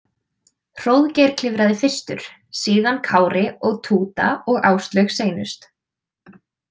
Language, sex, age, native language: Icelandic, female, 20-29, Icelandic